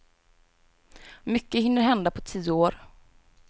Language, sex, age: Swedish, female, 18